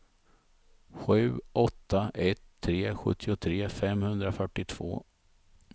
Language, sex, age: Swedish, male, 51